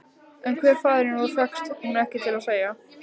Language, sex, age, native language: Icelandic, female, 15, Icelandic